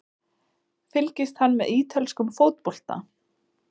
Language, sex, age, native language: Icelandic, female, 20-29, Icelandic